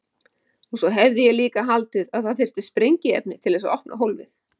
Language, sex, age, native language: Icelandic, female, 50-59, Icelandic